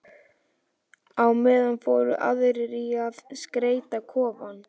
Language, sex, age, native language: Icelandic, male, 12, Icelandic